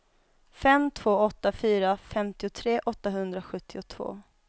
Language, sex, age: Swedish, female, 25